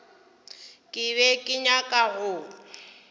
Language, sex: Northern Sotho, female